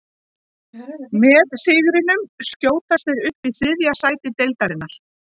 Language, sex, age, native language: Icelandic, female, 40-49, Icelandic